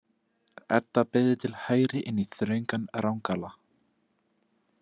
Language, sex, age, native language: Icelandic, male, 18-19, Icelandic